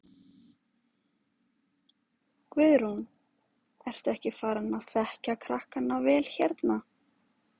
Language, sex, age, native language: Icelandic, female, 20-29, Icelandic